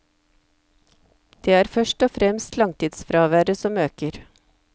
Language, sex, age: Norwegian, female, 54